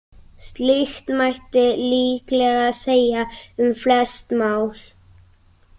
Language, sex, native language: Icelandic, other, Icelandic